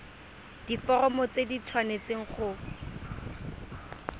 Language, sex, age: Tswana, female, 23